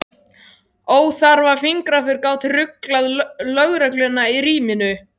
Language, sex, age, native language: Icelandic, male, 12, Icelandic